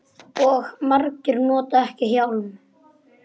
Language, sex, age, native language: Icelandic, male, 9, Icelandic